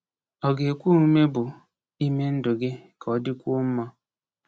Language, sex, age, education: Igbo, male, 15-29, tertiary